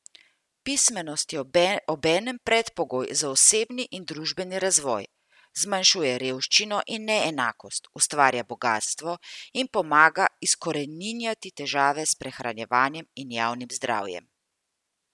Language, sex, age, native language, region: Slovenian, female, 50-59, Slovenian, Central Slovenia